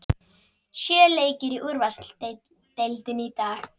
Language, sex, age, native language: Icelandic, female, 30-39, Icelandic